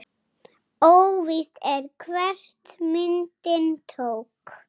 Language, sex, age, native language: Icelandic, female, 7, Icelandic